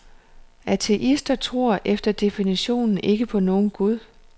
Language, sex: Danish, female